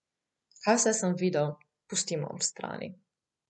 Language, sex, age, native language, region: Slovenian, female, 18-29, Slovenian, Coastal Karst region